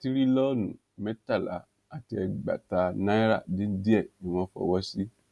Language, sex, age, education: Yoruba, male, 46-60, tertiary